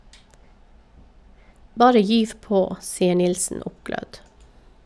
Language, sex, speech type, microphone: Norwegian, female, read, Shure